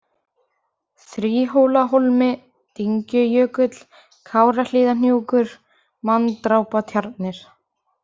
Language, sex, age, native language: Icelandic, female, 20-29, Icelandic